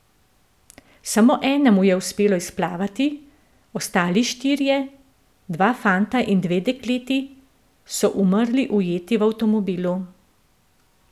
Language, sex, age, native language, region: Slovenian, female, 50-59, Slovenian, Central Slovenia